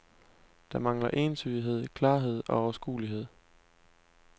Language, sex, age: Danish, male, 19